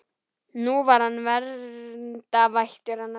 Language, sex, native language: Icelandic, female, Icelandic